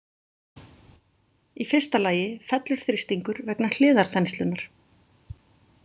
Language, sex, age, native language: Icelandic, female, 40-49, Icelandic